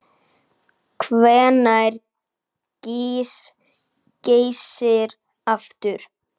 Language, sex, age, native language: Icelandic, male, 9, Icelandic